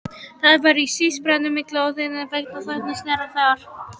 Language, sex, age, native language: Icelandic, female, 18-19, Polish